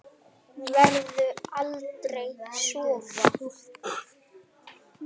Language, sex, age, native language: Icelandic, male, 7, Icelandic